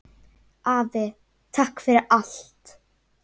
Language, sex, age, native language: Icelandic, female, 9, Icelandic